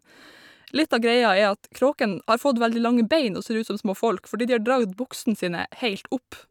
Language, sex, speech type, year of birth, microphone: Norwegian, female, spontaneous, 1990, Shure